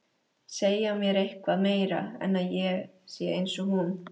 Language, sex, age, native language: Icelandic, female, 13, Icelandic